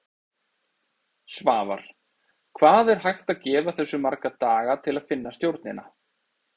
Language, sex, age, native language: Icelandic, male, 30-39, Icelandic